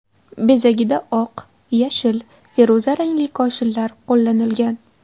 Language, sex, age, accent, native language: Uzbek, female, 18-24, Qashqadaryo, Uzbek